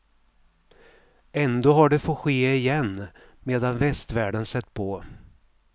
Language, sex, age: Swedish, male, 55